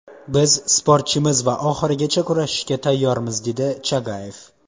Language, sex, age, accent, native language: Uzbek, male, 18-24, Toshkent shahri, Uzbek